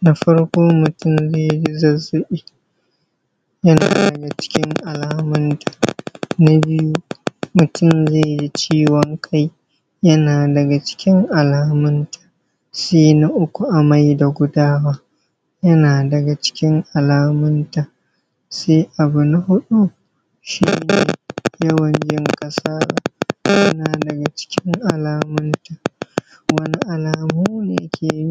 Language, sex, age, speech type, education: Hausa, male, 30-45, spontaneous, secondary